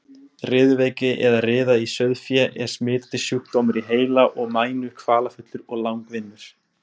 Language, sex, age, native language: Icelandic, male, 20-29, Icelandic